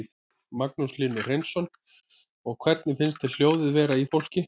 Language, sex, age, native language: Icelandic, male, 30-39, Icelandic